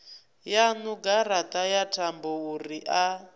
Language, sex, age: Venda, female, 24